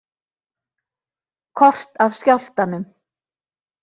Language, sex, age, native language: Icelandic, female, 40-49, Icelandic